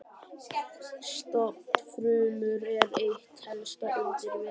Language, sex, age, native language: Icelandic, male, 11, Icelandic